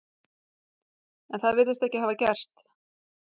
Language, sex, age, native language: Icelandic, female, 40-49, Icelandic